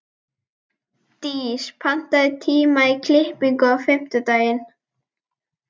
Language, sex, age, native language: Icelandic, female, 11, Icelandic